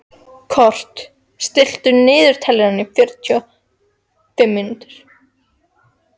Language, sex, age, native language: Icelandic, female, 14, Icelandic